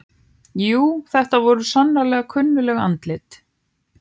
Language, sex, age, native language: Icelandic, other, 15, Icelandic